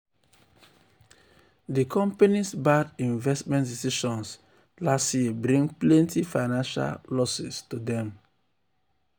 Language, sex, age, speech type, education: Nigerian Pidgin, male, 30-45, spontaneous, tertiary